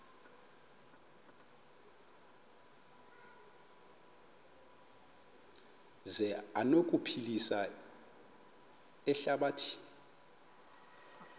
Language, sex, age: Xhosa, male, 24